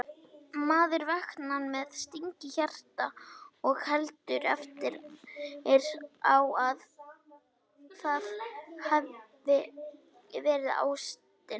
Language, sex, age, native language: Icelandic, female, 18-19, Icelandic